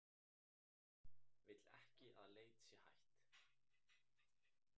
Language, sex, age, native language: Icelandic, male, 18-19, Icelandic